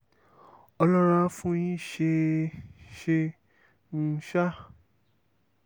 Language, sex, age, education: Yoruba, male, 15-29, tertiary